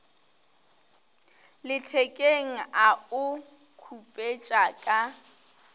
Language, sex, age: Northern Sotho, female, 21